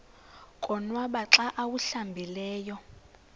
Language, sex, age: Xhosa, female, 20